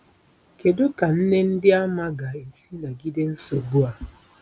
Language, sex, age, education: Igbo, female, 30-45, tertiary